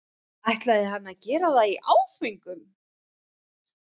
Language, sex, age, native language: Icelandic, female, 11, Icelandic